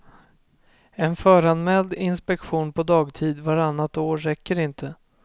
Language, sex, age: Swedish, male, 24